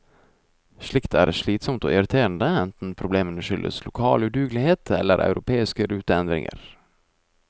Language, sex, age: Norwegian, male, 24